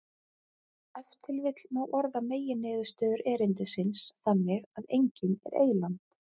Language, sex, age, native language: Icelandic, female, 30-39, Icelandic